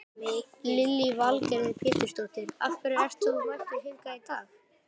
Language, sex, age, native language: Icelandic, female, 18-19, Icelandic